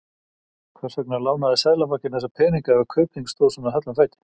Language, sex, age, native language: Icelandic, male, 50-59, Icelandic